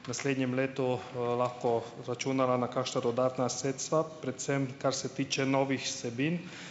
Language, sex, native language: Slovenian, male, Hungarian